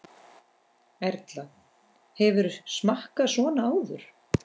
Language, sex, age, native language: Icelandic, female, 10, Icelandic